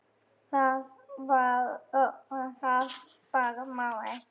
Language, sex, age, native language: Icelandic, female, 10, German